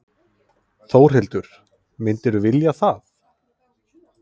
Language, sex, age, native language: Icelandic, male, 30-39, Icelandic